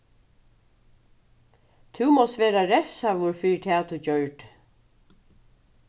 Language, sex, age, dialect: Faroese, female, 36-60, Suðurstreymoy